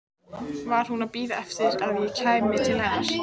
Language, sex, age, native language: Icelandic, female, 14, Icelandic